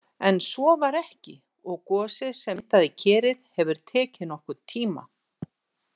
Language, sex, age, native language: Icelandic, female, 60-69, Icelandic